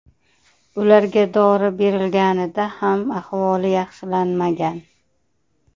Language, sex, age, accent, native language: Uzbek, female, 30-39, Qashqadaryo, Uzbek